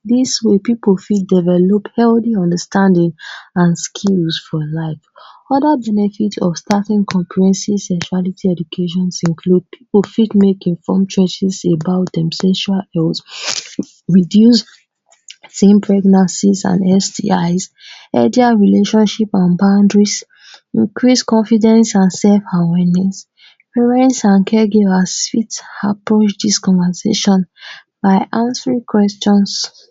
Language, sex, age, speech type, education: Nigerian Pidgin, female, 15-29, spontaneous, tertiary